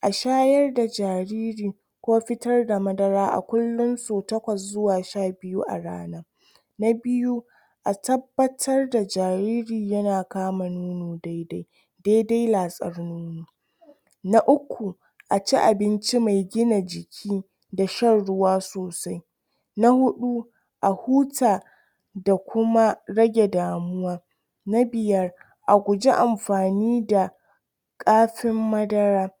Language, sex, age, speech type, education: Hausa, female, 30-45, spontaneous, tertiary